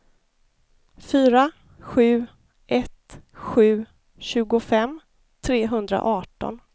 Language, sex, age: Swedish, female, 33